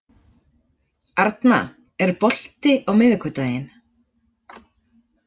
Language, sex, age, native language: Icelandic, female, 40-49, Icelandic